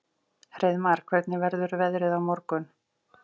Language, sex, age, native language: Icelandic, female, 40-49, Icelandic